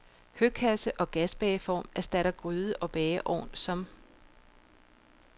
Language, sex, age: Danish, female, 42